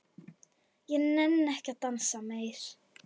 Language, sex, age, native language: Icelandic, female, 11, Icelandic